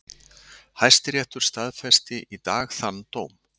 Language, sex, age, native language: Icelandic, male, 60-69, Icelandic